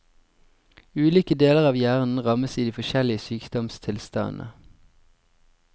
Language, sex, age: Norwegian, male, 20